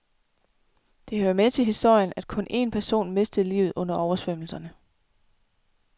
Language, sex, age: Danish, female, 24